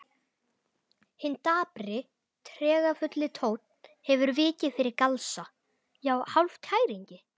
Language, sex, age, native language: Icelandic, male, 11, Icelandic